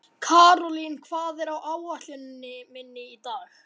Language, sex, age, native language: Icelandic, male, 18-19, Icelandic